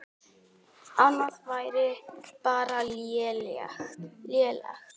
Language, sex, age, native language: Icelandic, male, 9, Icelandic